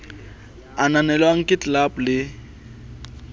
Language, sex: Southern Sotho, male